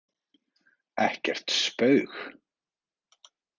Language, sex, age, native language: Icelandic, male, 40-49, Icelandic